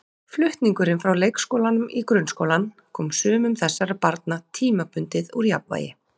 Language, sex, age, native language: Icelandic, female, 40-49, Icelandic